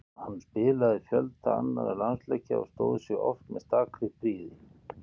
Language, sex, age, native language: Icelandic, male, 50-59, Icelandic